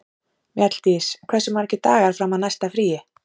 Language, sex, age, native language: Icelandic, female, 30-39, Icelandic